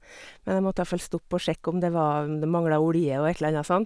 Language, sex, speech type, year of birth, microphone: Norwegian, female, spontaneous, 1973, Sennheiser